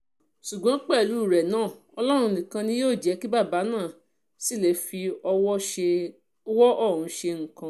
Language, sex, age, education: Yoruba, female, 30-45, tertiary